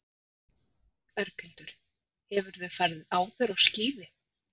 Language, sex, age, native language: Icelandic, female, 30-39, Icelandic